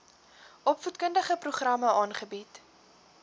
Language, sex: Afrikaans, female